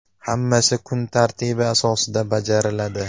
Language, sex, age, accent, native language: Uzbek, male, 19-29, Namangan, Uzbek